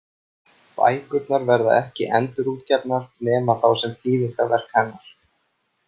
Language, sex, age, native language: Icelandic, male, 30-39, Icelandic